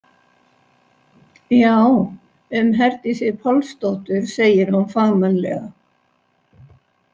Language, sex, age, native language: Icelandic, female, 60-69, Icelandic